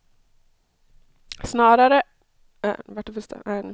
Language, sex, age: Swedish, female, 32